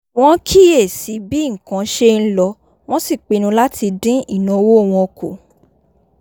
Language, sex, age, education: Yoruba, female, 15-29, tertiary